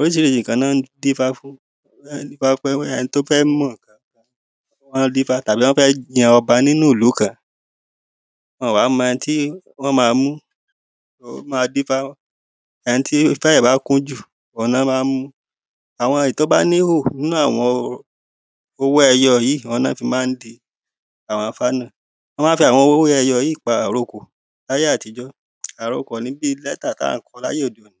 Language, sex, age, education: Yoruba, male, 30-45, primary